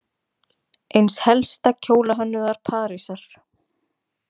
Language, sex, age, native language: Icelandic, female, 20-29, Icelandic